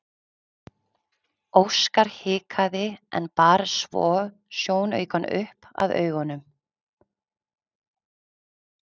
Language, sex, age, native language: Icelandic, female, 30-39, Icelandic